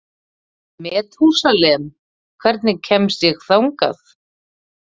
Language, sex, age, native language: Icelandic, female, 30-39, Icelandic